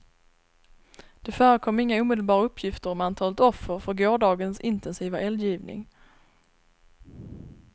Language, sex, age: Swedish, female, 26